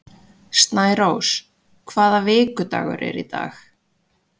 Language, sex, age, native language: Icelandic, female, 20-29, Icelandic